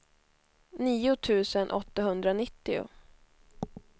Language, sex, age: Swedish, female, 21